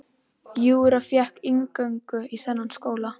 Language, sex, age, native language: Icelandic, female, 11, Icelandic